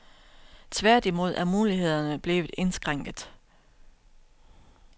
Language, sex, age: Danish, female, 32